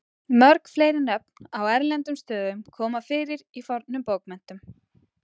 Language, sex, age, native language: Icelandic, female, 30-39, Icelandic